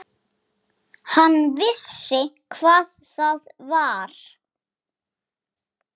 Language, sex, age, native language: Icelandic, male, 7, Icelandic